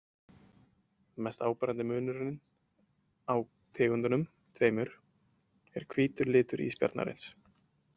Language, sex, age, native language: Icelandic, male, 20-29, Icelandic